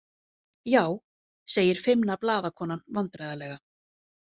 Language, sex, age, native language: Icelandic, female, 40-49, Icelandic